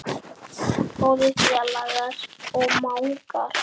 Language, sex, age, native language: Icelandic, male, 7, Icelandic